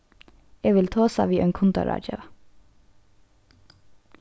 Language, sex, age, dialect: Faroese, female, 15-35, Norðurstreymoy/Eysturoy